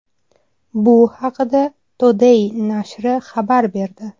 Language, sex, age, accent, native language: Uzbek, female, 25-34, Toshkent shahri, Uzbek